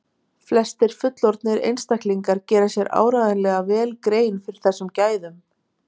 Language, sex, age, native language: Icelandic, female, 50-59, Icelandic